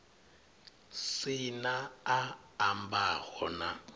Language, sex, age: Venda, male, 39